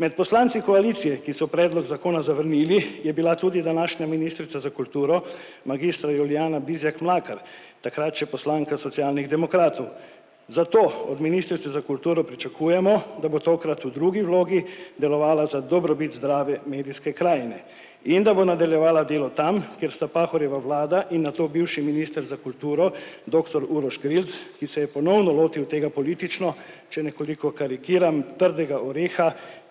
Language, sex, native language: Slovenian, male, Slovenian